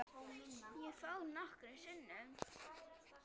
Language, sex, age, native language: Icelandic, female, 9, Icelandic